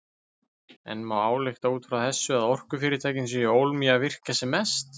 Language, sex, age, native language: Icelandic, male, 20-29, Icelandic